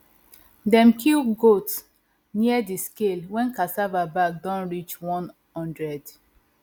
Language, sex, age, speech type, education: Nigerian Pidgin, female, 15-29, spontaneous, tertiary